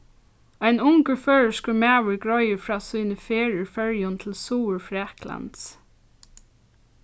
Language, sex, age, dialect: Faroese, female, 15-35, Norðurstreymoy/Eysturoy